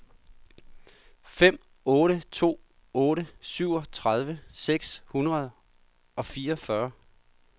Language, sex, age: Danish, male, 39